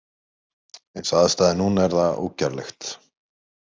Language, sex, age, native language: Icelandic, male, 30-39, Icelandic